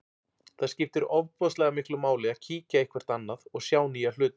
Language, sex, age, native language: Icelandic, male, 40-49, Icelandic